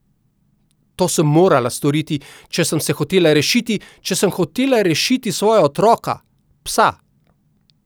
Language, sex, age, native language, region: Slovenian, male, 50-59, Slovenian, Central Slovenia